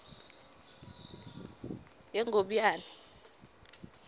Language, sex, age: Swati, female, 23